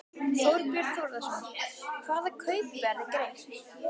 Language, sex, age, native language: Icelandic, female, 12, Icelandic